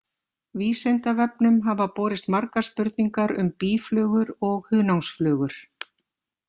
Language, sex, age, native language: Icelandic, female, 50-59, Icelandic